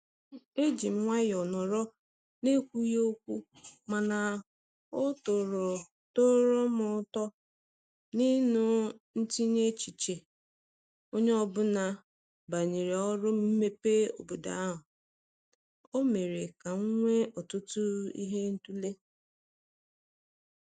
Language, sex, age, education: Igbo, female, 30-45, tertiary